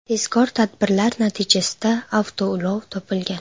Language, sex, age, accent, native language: Uzbek, female, 19-29, Namangan, Uzbek